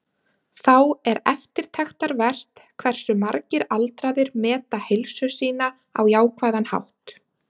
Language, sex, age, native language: Icelandic, female, 30-39, Icelandic